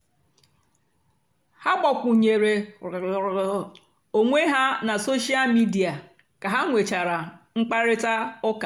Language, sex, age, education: Igbo, female, 46-60, tertiary